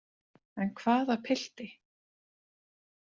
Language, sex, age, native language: Icelandic, female, 30-39, Icelandic